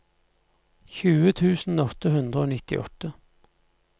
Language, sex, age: Norwegian, male, 50